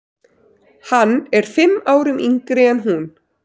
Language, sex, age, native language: Icelandic, female, 30-39, Icelandic